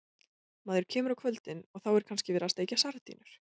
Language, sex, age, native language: Icelandic, female, 20-29, Icelandic